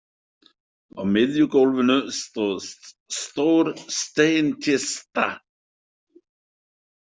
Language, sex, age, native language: Icelandic, male, 40-49, Icelandic